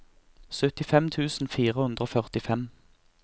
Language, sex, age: Norwegian, male, 24